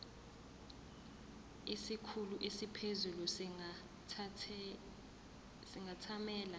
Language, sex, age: Zulu, female, 24